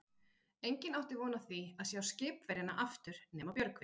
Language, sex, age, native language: Icelandic, female, 40-49, Icelandic